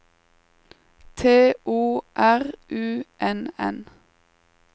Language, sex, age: Norwegian, female, 21